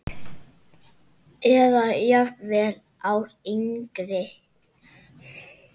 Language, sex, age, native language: Icelandic, female, 7, Icelandic